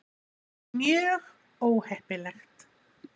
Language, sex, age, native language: Icelandic, female, 50-59, Icelandic